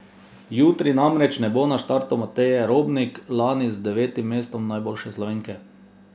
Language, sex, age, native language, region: Slovenian, male, 30-49, Slovenian, Drava region